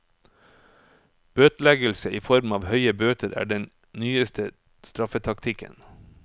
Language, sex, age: Norwegian, male, 44